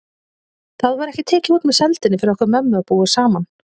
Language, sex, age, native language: Icelandic, female, 30-39, Icelandic